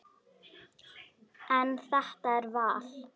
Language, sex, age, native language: Icelandic, female, 9, Icelandic